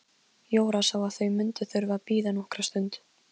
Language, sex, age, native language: Icelandic, female, 13, Polish